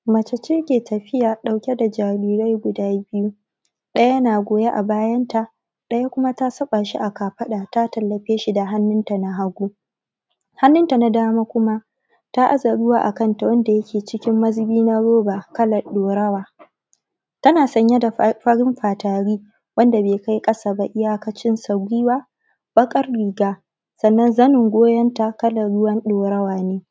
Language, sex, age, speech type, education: Hausa, female, 15-29, spontaneous, tertiary